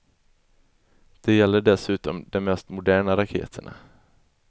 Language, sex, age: Swedish, male, 20